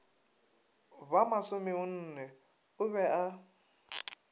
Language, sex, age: Northern Sotho, male, 21